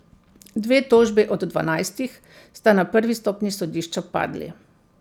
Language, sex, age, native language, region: Slovenian, female, 50-59, Slovenian, Central Slovenia